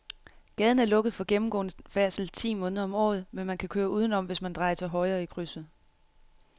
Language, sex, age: Danish, female, 31